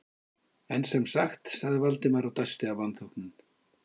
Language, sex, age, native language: Icelandic, male, 50-59, Icelandic